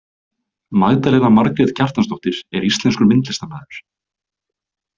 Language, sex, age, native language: Icelandic, male, 20-29, Icelandic